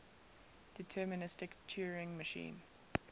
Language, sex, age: English, female, 19